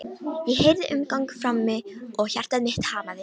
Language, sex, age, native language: Icelandic, female, 18-19, Romanian